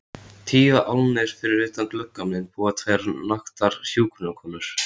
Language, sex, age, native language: Icelandic, male, 13, Icelandic